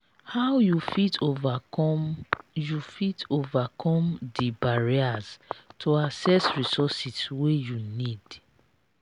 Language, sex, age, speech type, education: Nigerian Pidgin, female, 30-45, spontaneous, tertiary